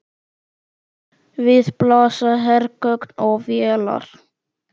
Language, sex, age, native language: Icelandic, male, 10, Icelandic